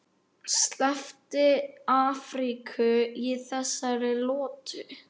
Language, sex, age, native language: Icelandic, male, 9, Icelandic